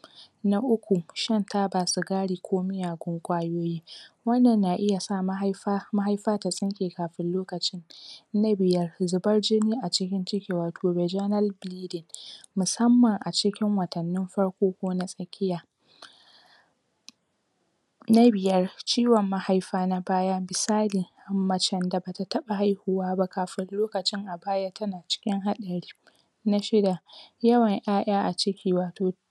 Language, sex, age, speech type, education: Hausa, female, 46-60, spontaneous, secondary